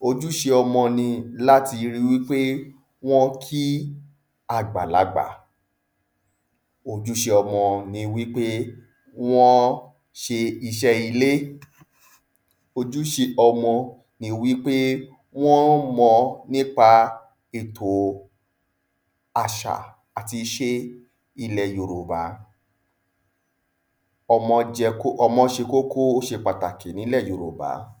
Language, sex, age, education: Yoruba, male, 30-45, tertiary